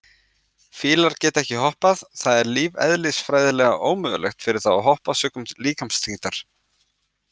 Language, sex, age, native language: Icelandic, male, 20-29, Icelandic